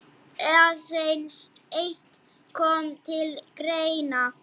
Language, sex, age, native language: Icelandic, male, 8, Icelandic